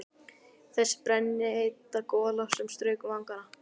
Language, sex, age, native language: Icelandic, male, 12, Icelandic